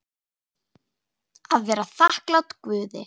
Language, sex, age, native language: Icelandic, female, 9, Icelandic